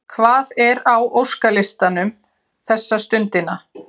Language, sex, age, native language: Icelandic, female, 40-49, Icelandic